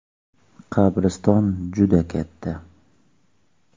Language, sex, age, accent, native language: Uzbek, male, 25-34, Xorazm, Uzbek